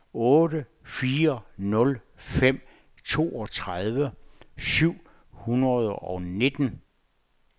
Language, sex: Danish, male